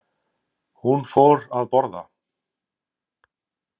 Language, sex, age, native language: Icelandic, male, 60-69, Icelandic